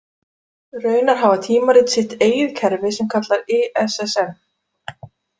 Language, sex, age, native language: Icelandic, female, 40-49, Icelandic